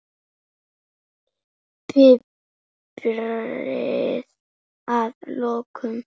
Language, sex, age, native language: Icelandic, male, 8, Icelandic